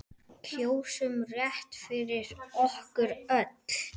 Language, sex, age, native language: Icelandic, male, 10, Icelandic